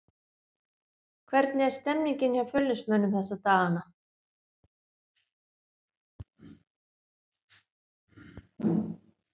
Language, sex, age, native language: Icelandic, female, 50-59, Icelandic